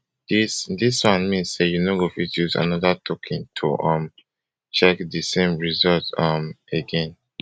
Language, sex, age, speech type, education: Nigerian Pidgin, male, 15-29, spontaneous, tertiary